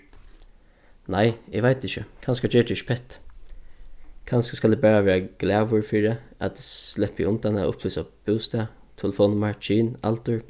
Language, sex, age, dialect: Faroese, male, 15-35, Suðurstreymoy